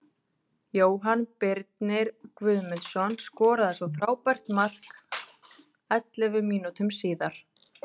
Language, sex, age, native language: Icelandic, female, 30-39, Icelandic